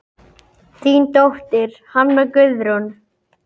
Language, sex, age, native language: Icelandic, male, 10, Icelandic